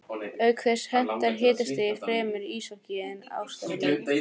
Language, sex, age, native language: Icelandic, female, 15, Icelandic